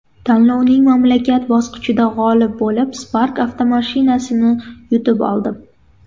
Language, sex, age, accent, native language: Uzbek, female, 18-24, Qashqadaryo, Uzbek